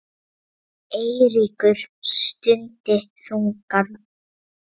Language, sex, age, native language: Icelandic, male, 8, Icelandic